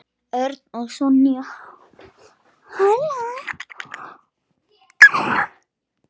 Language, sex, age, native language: Icelandic, male, 10, Icelandic